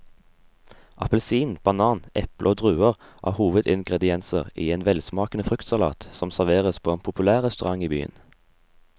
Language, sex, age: Norwegian, male, 18